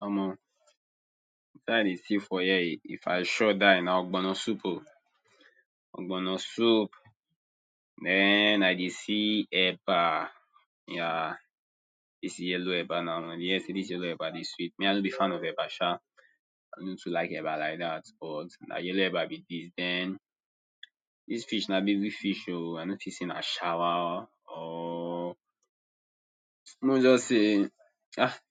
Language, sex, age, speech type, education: Nigerian Pidgin, male, 30-45, spontaneous, tertiary